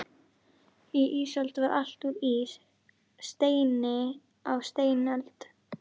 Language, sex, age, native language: Icelandic, female, 11, Icelandic